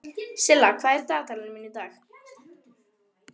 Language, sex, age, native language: Icelandic, female, 11, Icelandic